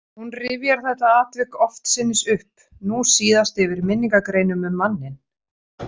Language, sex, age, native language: Icelandic, female, 30-39, Icelandic